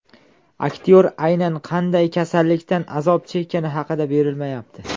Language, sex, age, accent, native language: Uzbek, male, 19-29, Andijon, Uzbek